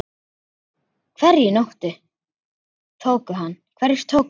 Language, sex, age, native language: Icelandic, female, 9, Icelandic